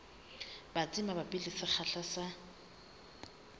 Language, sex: Southern Sotho, female